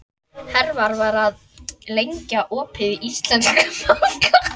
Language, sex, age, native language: Icelandic, female, 11, Icelandic